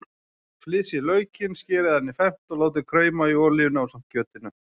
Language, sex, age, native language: Icelandic, male, 40-49, Icelandic